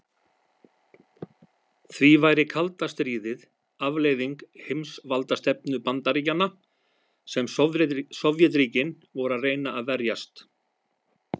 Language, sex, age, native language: Icelandic, male, 50-59, Icelandic